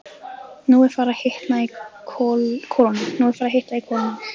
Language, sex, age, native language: Icelandic, female, 15, Icelandic